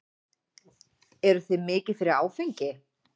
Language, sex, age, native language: Icelandic, male, 9, Icelandic